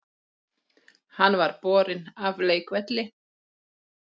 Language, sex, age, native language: Icelandic, female, 40-49, Icelandic